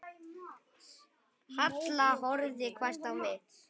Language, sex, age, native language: Icelandic, male, 9, Icelandic